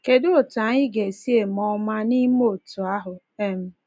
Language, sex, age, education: Igbo, female, 15-29, tertiary